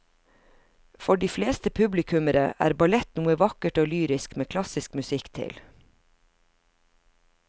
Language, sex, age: Norwegian, female, 50